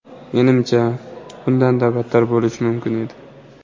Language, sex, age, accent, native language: Uzbek, male, 18-24, Sirdaryo, Uzbek